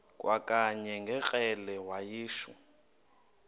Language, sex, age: Xhosa, male, 21